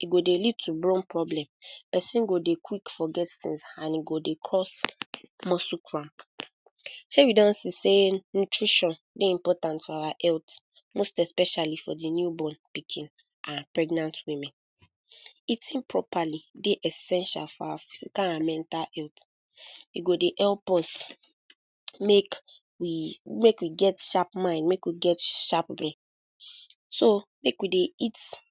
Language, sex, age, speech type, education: Nigerian Pidgin, female, 15-29, spontaneous, secondary